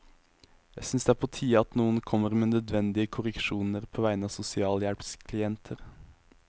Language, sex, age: Norwegian, male, 23